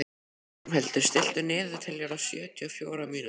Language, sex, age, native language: Icelandic, male, 12, Icelandic